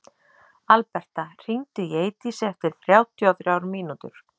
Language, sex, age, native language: Icelandic, female, 30-39, Icelandic